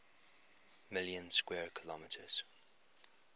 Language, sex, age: English, male, 21